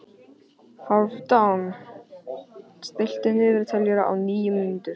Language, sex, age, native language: Icelandic, male, 15, Icelandic